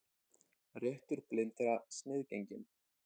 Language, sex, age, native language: Icelandic, male, 20-29, Icelandic